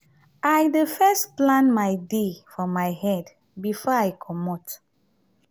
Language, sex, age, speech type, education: Nigerian Pidgin, female, 30-45, spontaneous, tertiary